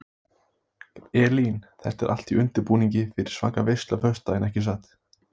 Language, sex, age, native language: Icelandic, male, 18-19, Icelandic